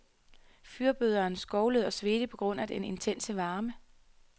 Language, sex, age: Danish, female, 33